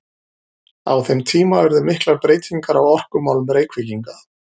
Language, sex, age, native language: Icelandic, male, 40-49, Icelandic